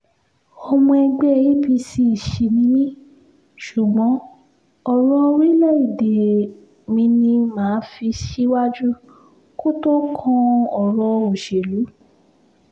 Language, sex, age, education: Yoruba, female, 15-29, tertiary